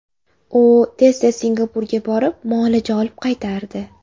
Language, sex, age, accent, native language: Uzbek, female, under 19, Jizzax, Uzbek